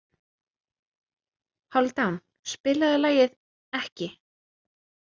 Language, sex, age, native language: Icelandic, female, 30-39, Icelandic